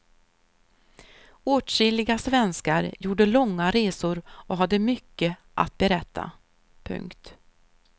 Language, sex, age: Swedish, female, 53